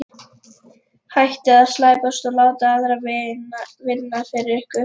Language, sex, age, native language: Icelandic, female, 11, Lithuanian